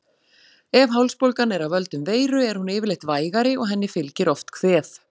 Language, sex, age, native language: Icelandic, female, 40-49, Icelandic